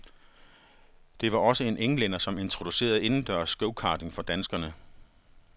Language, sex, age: Danish, male, 51